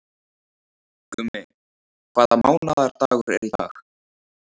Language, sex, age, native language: Icelandic, male, 13, Icelandic